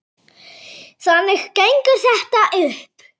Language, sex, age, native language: Icelandic, female, 9, Icelandic